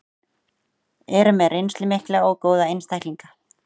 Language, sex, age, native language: Icelandic, female, 30-39, Icelandic